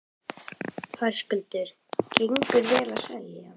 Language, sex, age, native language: Icelandic, female, 11, Icelandic